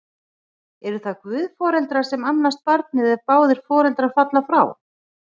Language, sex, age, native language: Icelandic, female, 40-49, Icelandic